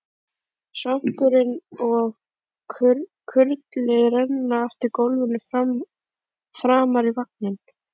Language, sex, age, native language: Icelandic, female, 11, Icelandic